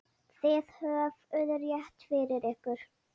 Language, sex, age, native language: Icelandic, female, 8, Icelandic